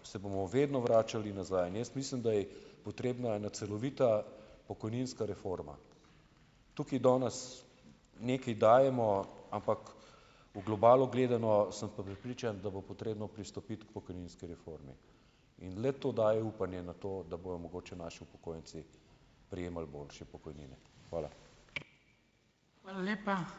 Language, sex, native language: Slovenian, male, Slovenian